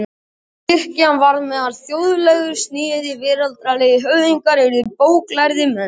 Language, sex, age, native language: Icelandic, male, 18-19, Icelandic